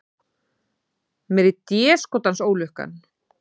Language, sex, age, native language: Icelandic, female, 30-39, Icelandic